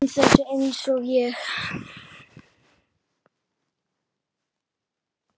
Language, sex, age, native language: Icelandic, male, 10, Icelandic